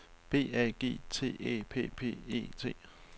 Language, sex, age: Danish, male, 31